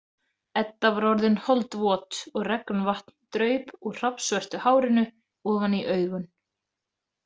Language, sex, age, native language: Icelandic, female, 30-39, Icelandic